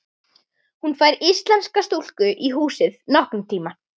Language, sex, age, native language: Icelandic, female, 11, Icelandic